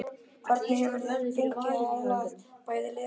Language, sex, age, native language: Icelandic, male, 12, Icelandic